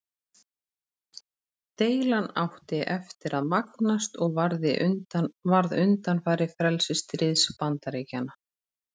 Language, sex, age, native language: Icelandic, female, 30-39, Icelandic